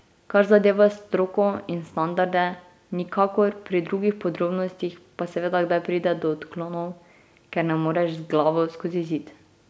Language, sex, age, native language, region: Slovenian, female, 18-29, Slovenian, Drava region